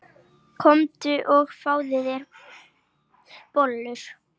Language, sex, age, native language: Icelandic, female, 8, Icelandic